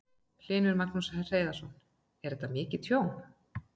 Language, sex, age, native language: Icelandic, female, 40-49, Icelandic